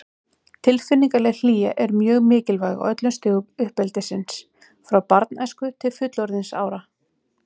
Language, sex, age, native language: Icelandic, female, 30-39, Icelandic